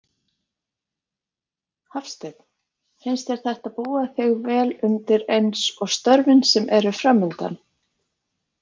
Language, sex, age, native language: Icelandic, female, 50-59, Icelandic